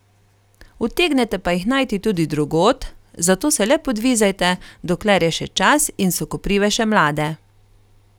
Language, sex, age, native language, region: Slovenian, female, 30-49, Slovenian, Carinthia region